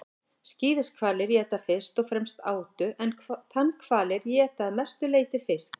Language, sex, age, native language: Icelandic, female, 50-59, Icelandic